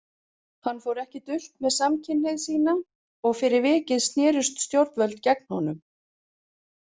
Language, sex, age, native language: Icelandic, female, 40-49, Icelandic